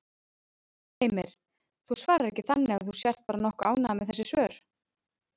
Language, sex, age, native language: Icelandic, female, 30-39, Icelandic